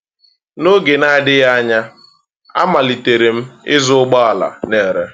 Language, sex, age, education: Igbo, male, 15-29, tertiary